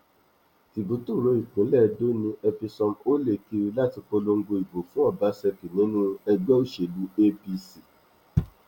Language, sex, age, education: Yoruba, male, 30-45, tertiary